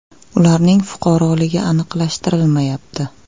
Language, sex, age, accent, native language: Uzbek, female, 35+, Toshkent viloyati, Uzbek